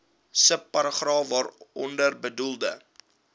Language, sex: Afrikaans, male